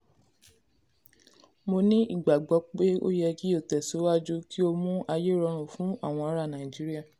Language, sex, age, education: Yoruba, female, 15-29, secondary